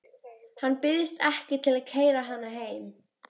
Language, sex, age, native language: Icelandic, female, 13, Icelandic